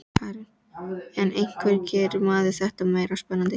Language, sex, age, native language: Icelandic, female, 13, Icelandic